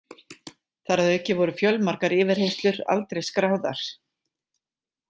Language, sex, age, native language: Icelandic, female, 40-49, Icelandic